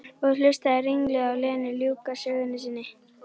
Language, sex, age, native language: Icelandic, female, 11, Icelandic